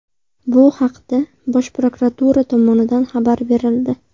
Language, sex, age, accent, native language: Uzbek, female, 18-24, Namangan, Uzbek